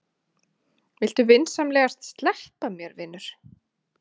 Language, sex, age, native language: Icelandic, female, 30-39, Icelandic